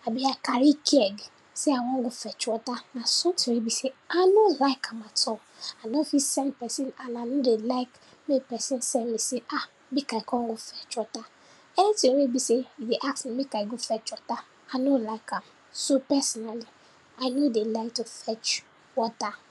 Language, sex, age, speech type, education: Nigerian Pidgin, female, 15-29, spontaneous, tertiary